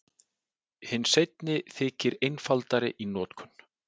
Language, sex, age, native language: Icelandic, male, 40-49, Icelandic